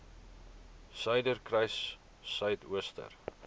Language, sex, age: Afrikaans, male, 23